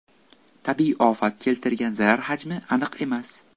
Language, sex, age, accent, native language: Uzbek, male, 18-24, Buxoro, Uzbek